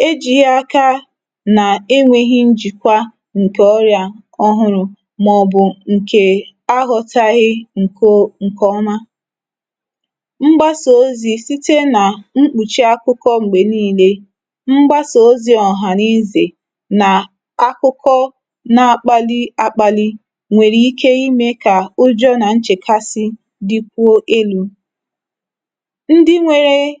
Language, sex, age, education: Igbo, female, 30-45, tertiary